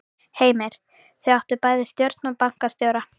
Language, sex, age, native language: Icelandic, female, 13, Icelandic